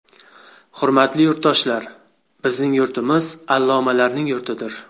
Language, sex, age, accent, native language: Uzbek, male, 25-34, Xorazm, Uzbek